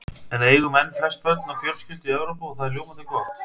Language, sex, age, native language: Icelandic, male, 30-39, Icelandic